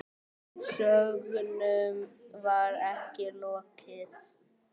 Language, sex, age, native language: Icelandic, male, 8, Icelandic